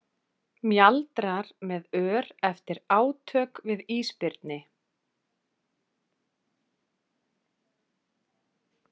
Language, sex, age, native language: Icelandic, female, 30-39, Icelandic